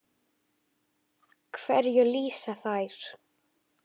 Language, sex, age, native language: Icelandic, female, 10, Icelandic